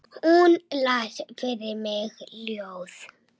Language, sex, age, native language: Icelandic, female, 6, Icelandic